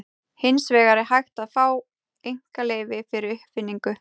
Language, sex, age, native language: Icelandic, female, 30-39, Icelandic